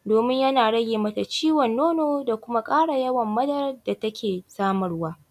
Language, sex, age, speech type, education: Hausa, female, 15-29, spontaneous, tertiary